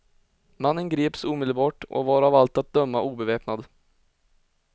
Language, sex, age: Swedish, male, 20